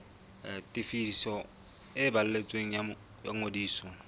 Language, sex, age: Southern Sotho, female, 22